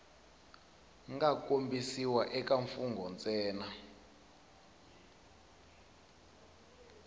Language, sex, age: Tsonga, male, 20